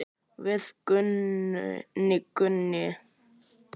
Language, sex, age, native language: Icelandic, male, 9, Icelandic